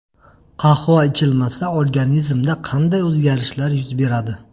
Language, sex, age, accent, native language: Uzbek, male, 25-34, Qashqadaryo, Uzbek